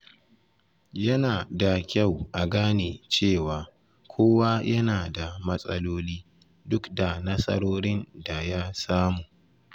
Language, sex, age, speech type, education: Hausa, male, 15-29, spontaneous, tertiary